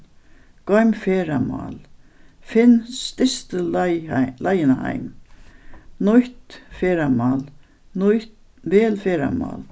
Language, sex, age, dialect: Faroese, female, 61+, Suðuroy